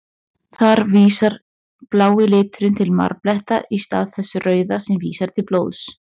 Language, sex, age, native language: Icelandic, female, 20-29, Icelandic